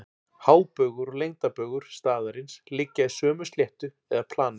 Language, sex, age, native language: Icelandic, male, 40-49, Icelandic